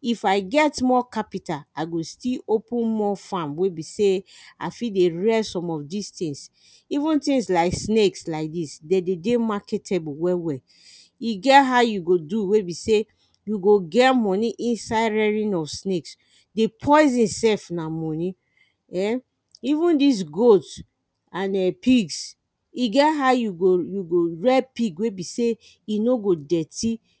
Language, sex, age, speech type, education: Nigerian Pidgin, female, 30-45, spontaneous, secondary